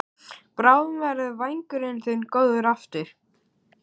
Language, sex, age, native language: Icelandic, male, 11, Icelandic